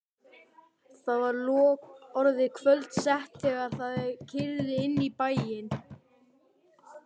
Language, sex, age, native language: Icelandic, male, 12, Icelandic